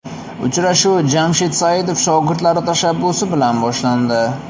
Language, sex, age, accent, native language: Uzbek, male, 18-24, Farg'ona, Uzbek